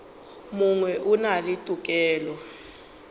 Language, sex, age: Northern Sotho, female, 29